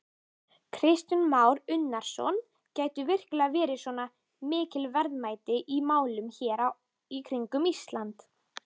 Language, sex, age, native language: Icelandic, female, 18-19, Icelandic